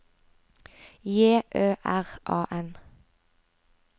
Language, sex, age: Norwegian, female, 25